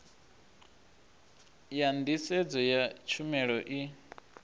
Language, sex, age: Venda, male, 23